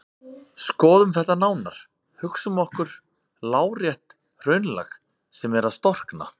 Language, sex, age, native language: Icelandic, male, 30-39, Icelandic